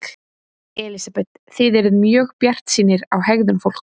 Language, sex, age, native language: Icelandic, female, 30-39, Icelandic